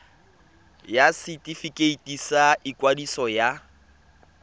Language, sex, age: Tswana, male, 24